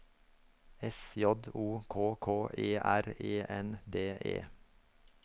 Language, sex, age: Norwegian, male, 24